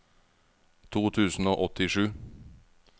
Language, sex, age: Norwegian, male, 49